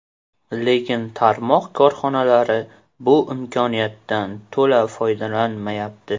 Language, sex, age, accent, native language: Uzbek, male, 18-24, Qashqadaryo, Uzbek